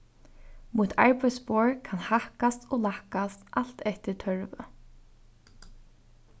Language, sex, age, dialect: Faroese, female, 15-35, Norðuroyggjar